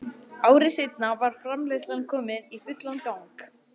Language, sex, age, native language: Icelandic, male, 11, Icelandic